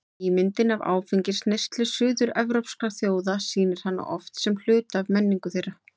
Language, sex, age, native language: Icelandic, female, 30-39, Icelandic